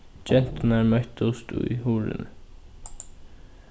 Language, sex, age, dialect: Faroese, male, 15-35, Norðurstreymoy/Eysturoy